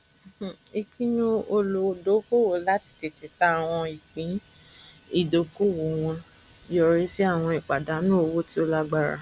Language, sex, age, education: Yoruba, female, 15-29, tertiary